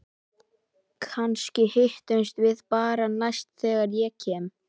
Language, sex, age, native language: Icelandic, male, 12, Icelandic